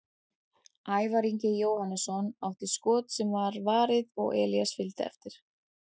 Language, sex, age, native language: Icelandic, female, 40-49, Icelandic